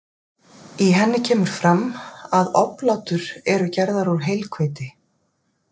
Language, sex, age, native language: Icelandic, female, 50-59, Icelandic